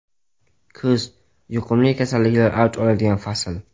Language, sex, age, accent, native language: Uzbek, male, 12-17, Jizzax, Uzbek